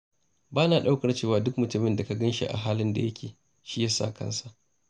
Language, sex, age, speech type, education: Hausa, male, 30-45, spontaneous, tertiary